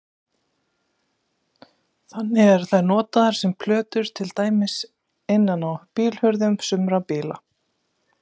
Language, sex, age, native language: Icelandic, female, 30-39, Icelandic